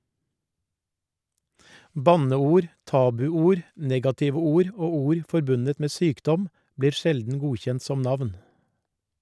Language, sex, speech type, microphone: Norwegian, male, read, Shure